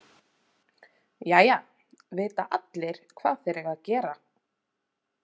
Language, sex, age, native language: Icelandic, female, 30-39, Icelandic